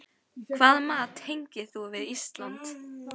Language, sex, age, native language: Icelandic, female, 12, Icelandic